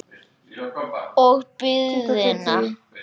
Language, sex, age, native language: Icelandic, male, 8, Icelandic